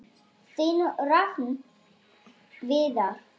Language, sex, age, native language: Icelandic, female, 9, Icelandic